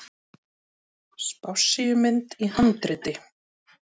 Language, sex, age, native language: Icelandic, female, 30-39, Icelandic